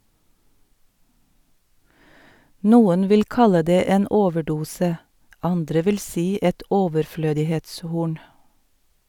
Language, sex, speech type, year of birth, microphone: Norwegian, female, read, 1962, Sennheiser